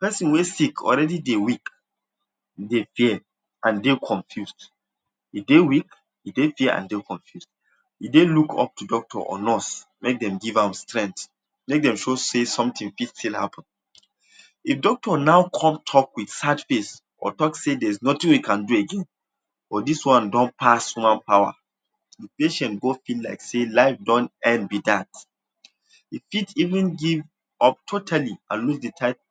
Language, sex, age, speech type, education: Nigerian Pidgin, male, 15-29, spontaneous, tertiary